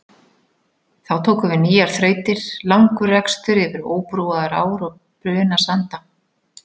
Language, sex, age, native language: Icelandic, female, 40-49, Icelandic